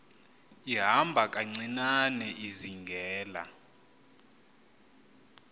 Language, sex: Xhosa, male